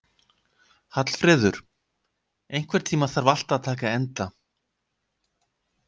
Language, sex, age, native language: Icelandic, male, 50-59, Icelandic